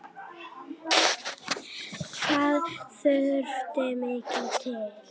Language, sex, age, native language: Icelandic, female, 9, Icelandic